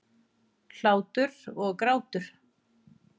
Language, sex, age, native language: Icelandic, female, 40-49, Icelandic